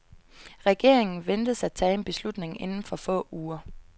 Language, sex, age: Danish, female, 22